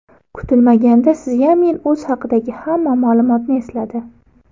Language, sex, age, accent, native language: Uzbek, female, 18-24, Buxoro, Uzbek